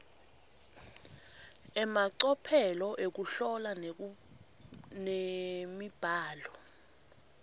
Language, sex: Swati, female